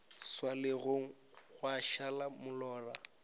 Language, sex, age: Northern Sotho, male, 18